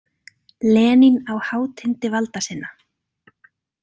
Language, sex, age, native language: Icelandic, female, 30-39, Icelandic